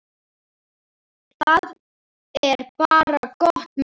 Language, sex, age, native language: Icelandic, male, 10, Icelandic